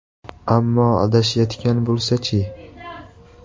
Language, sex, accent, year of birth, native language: Uzbek, male, Andijon, 2003, Uzbek